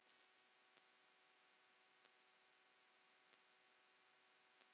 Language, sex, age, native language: Icelandic, female, 9, Icelandic